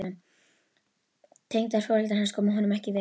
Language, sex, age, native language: Icelandic, female, 12, Icelandic